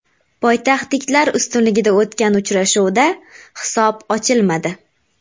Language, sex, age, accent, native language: Uzbek, female, 18-24, Namangan, Uzbek